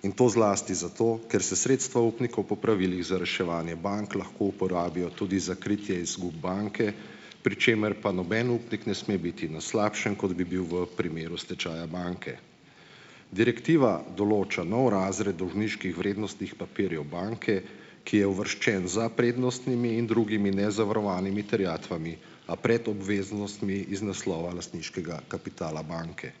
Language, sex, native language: Slovenian, male, Slovenian